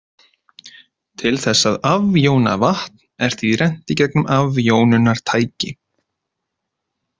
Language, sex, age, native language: Icelandic, male, 30-39, Icelandic